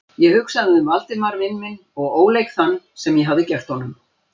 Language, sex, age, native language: Icelandic, female, 60-69, Icelandic